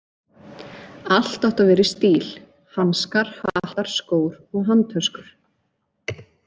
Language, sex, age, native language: Icelandic, female, 20-29, Icelandic